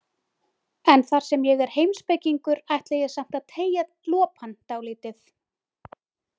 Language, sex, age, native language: Icelandic, female, 20-29, Icelandic